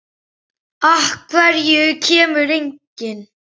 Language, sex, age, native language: Icelandic, male, 10, Icelandic